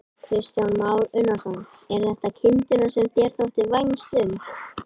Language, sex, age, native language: Icelandic, male, 18-19, Icelandic